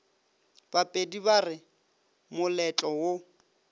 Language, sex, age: Northern Sotho, male, 25